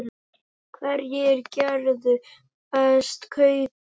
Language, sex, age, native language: Icelandic, male, 10, Icelandic